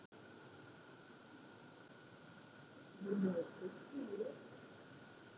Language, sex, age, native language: Icelandic, female, 50-59, Icelandic